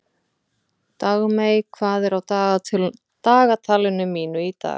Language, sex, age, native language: Icelandic, female, 40-49, Icelandic